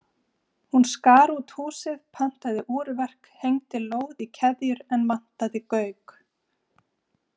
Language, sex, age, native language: Icelandic, female, 40-49, Icelandic